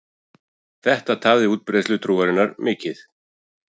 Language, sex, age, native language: Icelandic, female, 40-49, Icelandic